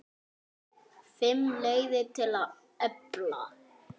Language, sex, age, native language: Icelandic, male, 9, Icelandic